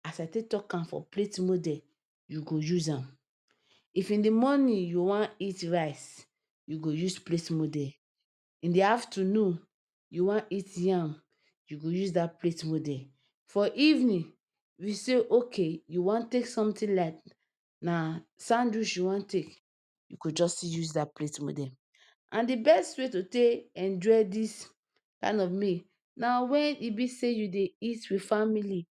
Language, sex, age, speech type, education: Nigerian Pidgin, female, 15-29, spontaneous, tertiary